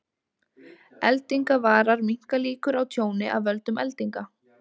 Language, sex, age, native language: Icelandic, female, 20-29, Icelandic